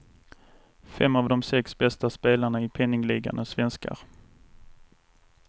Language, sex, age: Swedish, male, 24